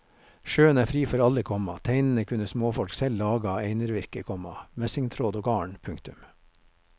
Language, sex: Norwegian, male